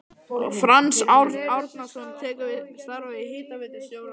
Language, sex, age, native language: Icelandic, male, 12, Icelandic